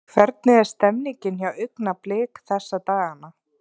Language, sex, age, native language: Icelandic, female, 30-39, Icelandic